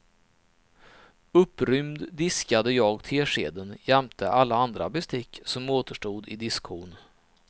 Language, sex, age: Swedish, male, 39